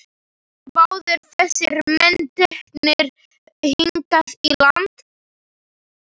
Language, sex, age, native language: Icelandic, male, 11, Slovak